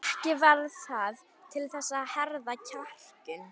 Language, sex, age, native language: Icelandic, female, 11, Icelandic